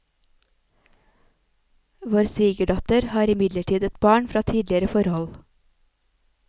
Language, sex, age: Norwegian, female, 28